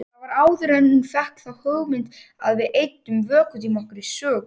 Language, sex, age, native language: Icelandic, male, 18-19, Icelandic